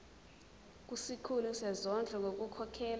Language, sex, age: Zulu, female, 23